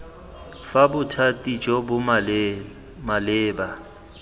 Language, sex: Tswana, male